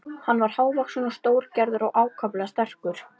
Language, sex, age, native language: Icelandic, female, 11, Icelandic